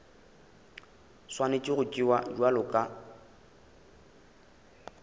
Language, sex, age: Northern Sotho, male, 21